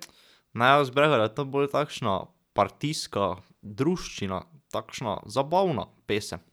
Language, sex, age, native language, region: Slovenian, male, 12-17, Slovenian, Drava region